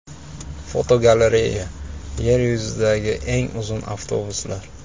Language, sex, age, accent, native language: Uzbek, male, 25-34, Andijon, Uzbek